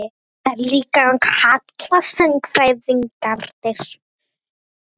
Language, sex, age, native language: Icelandic, female, 18-19, Icelandic